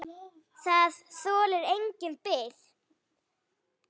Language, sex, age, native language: Icelandic, female, 8, Icelandic